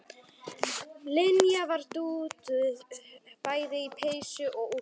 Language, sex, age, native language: Icelandic, female, 11, Icelandic